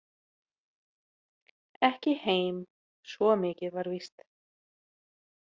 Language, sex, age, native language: Icelandic, female, 30-39, Icelandic